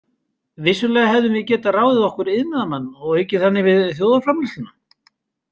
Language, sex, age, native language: Icelandic, male, 50-59, Icelandic